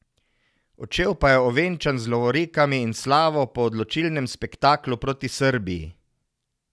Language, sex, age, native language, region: Slovenian, male, 50-59, Slovenian, Savinja region